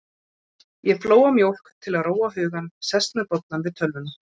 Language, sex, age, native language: Icelandic, female, 40-49, Icelandic